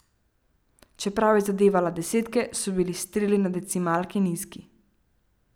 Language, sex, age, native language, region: Slovenian, female, 12-17, Slovenian, Central Slovenia